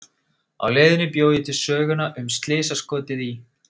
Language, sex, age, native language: Icelandic, male, 30-39, Icelandic